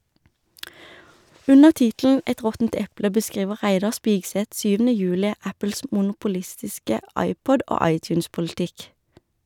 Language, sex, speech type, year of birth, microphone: Norwegian, female, read, 1991, Shure